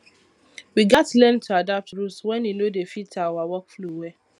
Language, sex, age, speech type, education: Nigerian Pidgin, female, 15-29, spontaneous, tertiary